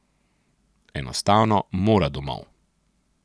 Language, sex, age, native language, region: Slovenian, male, 30-49, Slovenian, Central Slovenia